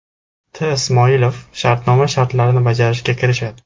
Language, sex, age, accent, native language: Uzbek, male, 18-24, Jizzax, Uzbek